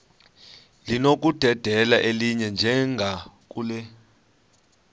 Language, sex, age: Xhosa, male, 35